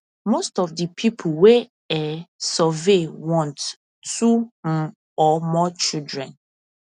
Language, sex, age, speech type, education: Nigerian Pidgin, female, 15-29, spontaneous, tertiary